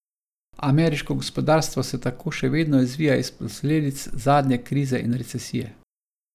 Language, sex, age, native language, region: Slovenian, male, 50-59, Slovenian, Savinja region